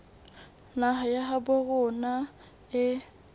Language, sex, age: Southern Sotho, female, 18